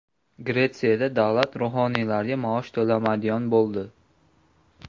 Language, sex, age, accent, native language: Uzbek, male, 18-24, Namangan, Uzbek